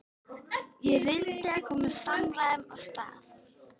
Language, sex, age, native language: Icelandic, female, 13, Icelandic